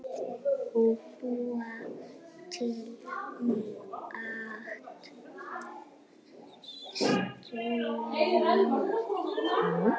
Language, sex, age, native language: Icelandic, female, 7, Icelandic